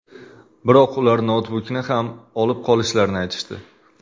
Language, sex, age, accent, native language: Uzbek, male, 25-34, Qashqadaryo, Uzbek